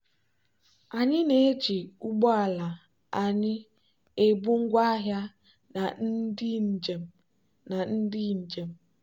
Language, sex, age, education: Igbo, female, 15-29, tertiary